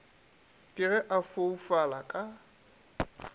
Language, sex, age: Northern Sotho, male, 27